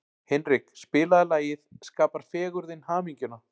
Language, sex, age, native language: Icelandic, male, 40-49, Icelandic